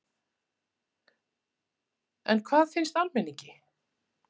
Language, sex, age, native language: Icelandic, female, 50-59, Icelandic